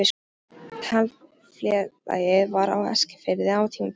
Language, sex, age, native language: Icelandic, female, 13, Polish